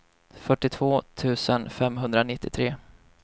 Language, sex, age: Swedish, male, 25